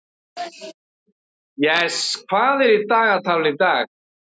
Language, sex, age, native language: Icelandic, male, 30-39, Icelandic